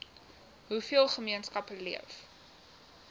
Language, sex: Afrikaans, female